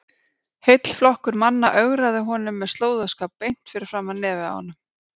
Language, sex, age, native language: Icelandic, female, 30-39, Icelandic